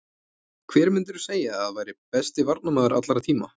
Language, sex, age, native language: Icelandic, male, 20-29, Icelandic